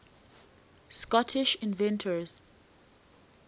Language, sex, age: English, female, 19